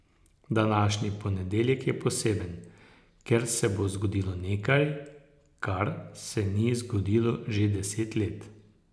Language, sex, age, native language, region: Slovenian, male, 60+, Slovenian, Posavska region